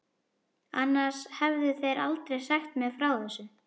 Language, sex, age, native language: Icelandic, female, 11, Icelandic